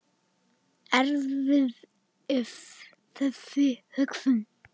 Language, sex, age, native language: Icelandic, male, 10, Icelandic